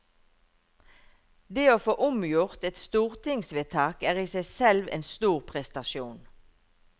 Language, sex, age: Norwegian, female, 51